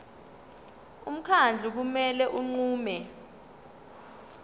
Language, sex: Zulu, female